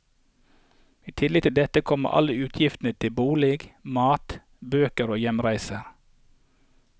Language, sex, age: Norwegian, male, 48